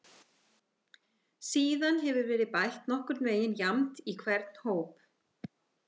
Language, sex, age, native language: Icelandic, female, 50-59, Icelandic